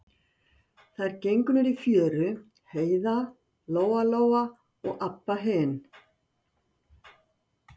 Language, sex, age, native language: Icelandic, female, 60-69, Icelandic